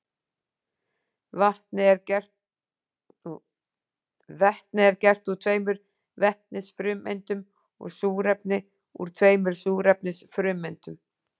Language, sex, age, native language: Icelandic, female, 40-49, Icelandic